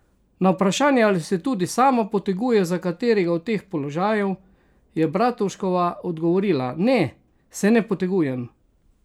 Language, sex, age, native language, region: Slovenian, male, 60+, Slovenian, Carinthia region